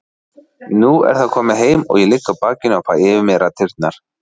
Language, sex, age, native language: Icelandic, male, 40-49, Icelandic